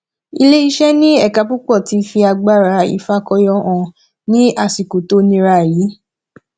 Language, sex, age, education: Yoruba, female, 15-29, tertiary